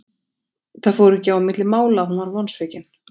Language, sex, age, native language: Icelandic, female, 40-49, Icelandic